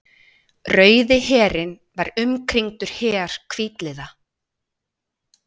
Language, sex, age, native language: Icelandic, female, 40-49, Icelandic